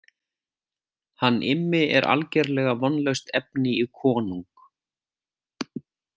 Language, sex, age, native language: Icelandic, male, 40-49, Icelandic